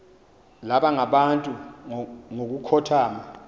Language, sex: Xhosa, male